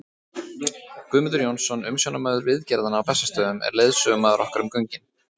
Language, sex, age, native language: Icelandic, male, 30-39, Icelandic